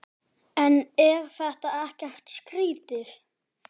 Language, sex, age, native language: Icelandic, male, 10, Icelandic